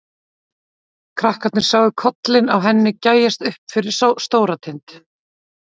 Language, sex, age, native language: Icelandic, female, 40-49, Icelandic